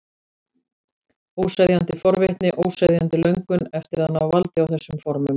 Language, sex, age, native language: Icelandic, female, 40-49, Icelandic